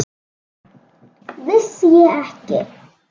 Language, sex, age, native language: Icelandic, female, 10, Icelandic